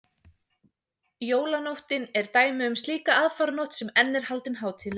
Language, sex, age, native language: Icelandic, female, 20-29, Icelandic